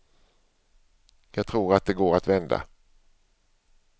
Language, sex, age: Swedish, male, 47